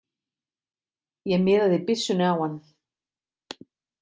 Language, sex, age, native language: Icelandic, female, 50-59, Icelandic